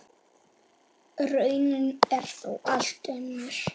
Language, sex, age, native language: Icelandic, male, 8, Icelandic